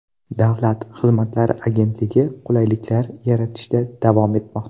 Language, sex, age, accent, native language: Uzbek, male, 12-17, Toshkent shahri, Uzbek